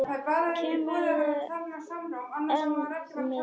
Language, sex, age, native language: Icelandic, other, 10, Icelandic